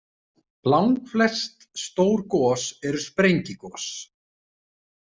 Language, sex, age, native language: Icelandic, male, 30-39, Icelandic